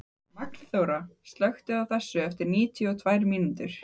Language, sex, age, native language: Icelandic, female, 15, Icelandic